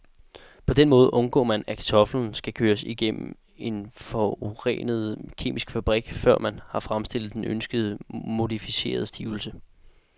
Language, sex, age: Danish, male, 18